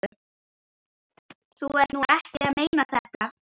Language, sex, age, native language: Icelandic, female, 12, Icelandic